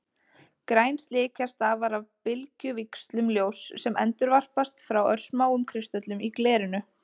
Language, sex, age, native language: Icelandic, female, 20-29, Icelandic